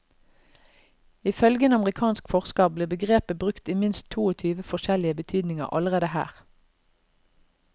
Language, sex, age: Norwegian, female, 32